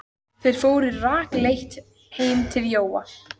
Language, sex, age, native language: Icelandic, female, 14, Icelandic